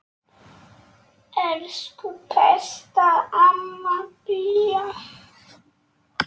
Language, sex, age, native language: Icelandic, male, 9, Polish